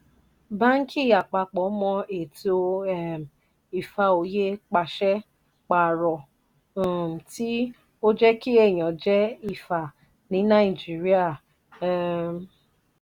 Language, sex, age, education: Yoruba, female, 30-45, tertiary